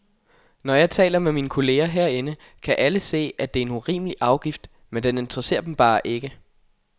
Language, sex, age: Danish, male, 21